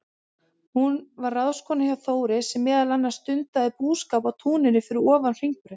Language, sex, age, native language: Icelandic, female, 30-39, Icelandic